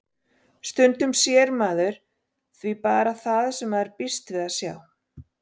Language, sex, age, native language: Icelandic, female, 40-49, Icelandic